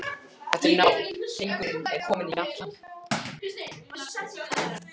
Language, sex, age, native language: Icelandic, male, 12, Icelandic